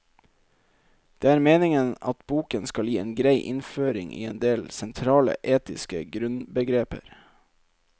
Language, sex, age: Norwegian, male, 27